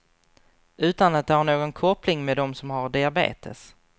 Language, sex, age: Swedish, male, 24